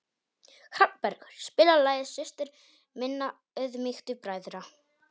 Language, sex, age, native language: Icelandic, male, 18-19, Polish